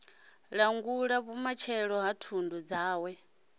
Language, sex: Venda, male